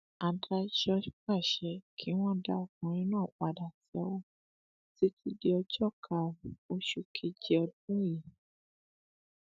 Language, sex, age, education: Yoruba, female, 15-29, tertiary